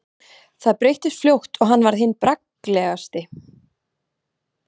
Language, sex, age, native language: Icelandic, female, 30-39, Icelandic